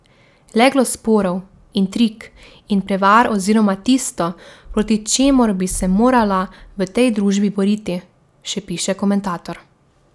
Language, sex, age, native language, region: Slovenian, female, 18-29, Slovenian, Drava region